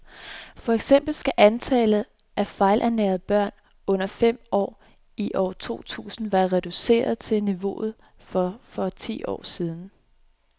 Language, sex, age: Danish, female, 26